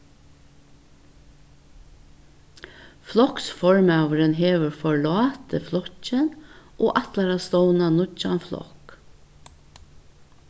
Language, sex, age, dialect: Faroese, female, 61+, Vágar